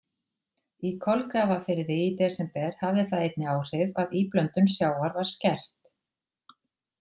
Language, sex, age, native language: Icelandic, female, 40-49, Icelandic